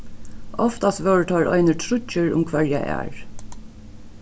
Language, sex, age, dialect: Faroese, female, 36-60, Norðuroyggjar